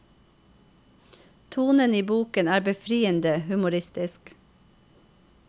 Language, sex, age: Norwegian, female, 45